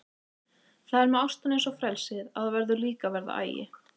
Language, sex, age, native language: Icelandic, female, 18-19, Icelandic